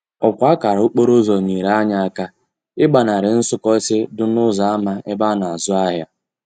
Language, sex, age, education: Igbo, male, 15-29, tertiary